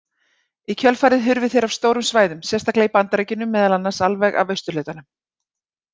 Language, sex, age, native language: Icelandic, female, 40-49, Icelandic